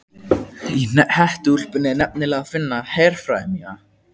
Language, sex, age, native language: Icelandic, male, 15, Icelandic